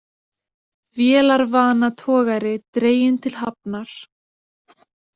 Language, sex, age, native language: Icelandic, female, 20-29, Icelandic